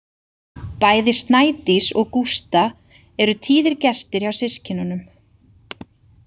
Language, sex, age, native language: Icelandic, female, 30-39, Icelandic